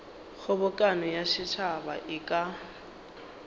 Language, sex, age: Northern Sotho, female, 29